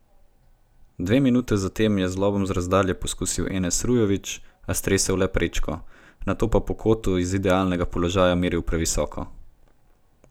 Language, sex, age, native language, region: Slovenian, male, 18-29, Slovenian, Gorenjska region